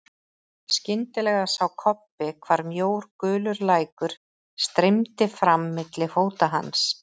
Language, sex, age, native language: Icelandic, female, 30-39, Icelandic